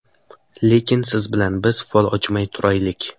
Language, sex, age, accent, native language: Uzbek, male, 18-24, Samarqand, Uzbek